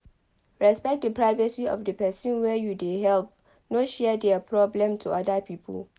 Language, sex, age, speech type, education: Nigerian Pidgin, female, 15-29, read, tertiary